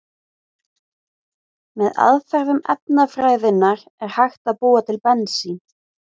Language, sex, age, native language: Icelandic, female, 20-29, Icelandic